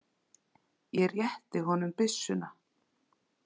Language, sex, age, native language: Icelandic, female, 40-49, Icelandic